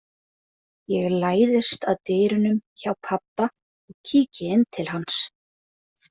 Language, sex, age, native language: Icelandic, female, 20-29, Icelandic